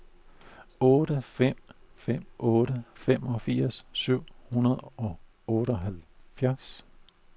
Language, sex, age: Danish, male, 41